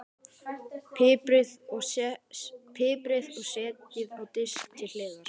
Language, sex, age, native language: Icelandic, male, 12, Icelandic